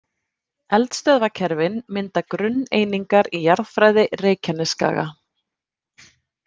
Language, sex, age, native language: Icelandic, female, 30-39, Icelandic